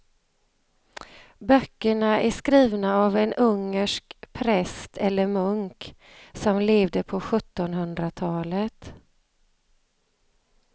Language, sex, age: Swedish, female, 35